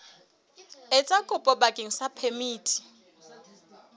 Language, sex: Southern Sotho, female